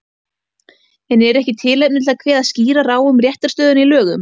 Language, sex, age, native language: Icelandic, female, 18-19, Icelandic